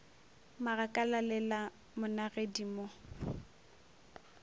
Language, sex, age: Northern Sotho, female, 23